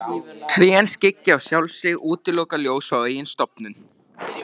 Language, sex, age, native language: Icelandic, male, 13, Icelandic